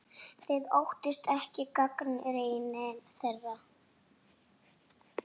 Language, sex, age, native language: Icelandic, female, 6, Icelandic